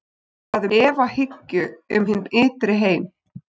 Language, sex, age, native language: Icelandic, female, 20-29, Icelandic